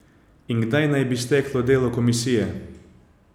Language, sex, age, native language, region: Slovenian, male, 30-49, Slovenian, Savinja region